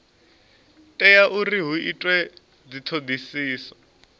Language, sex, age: Venda, male, 24